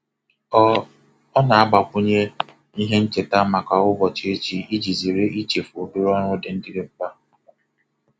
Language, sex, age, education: Igbo, male, 30-45, tertiary